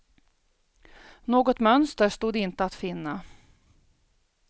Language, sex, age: Swedish, female, 42